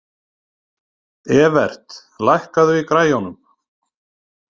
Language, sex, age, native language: Icelandic, male, 30-39, Icelandic